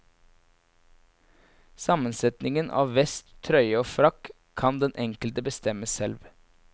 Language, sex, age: Norwegian, male, 24